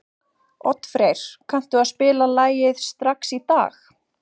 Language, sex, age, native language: Icelandic, female, 40-49, Icelandic